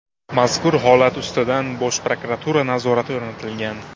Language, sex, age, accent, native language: Uzbek, male, 18-24, Buxoro, Uzbek